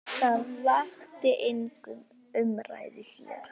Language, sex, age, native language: Icelandic, female, 9, Icelandic